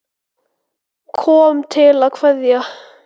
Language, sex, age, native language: Icelandic, male, 9, Icelandic